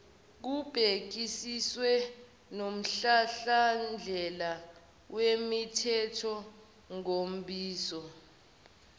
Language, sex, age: Zulu, male, 18